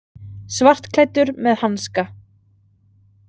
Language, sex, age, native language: Icelandic, female, 30-39, Icelandic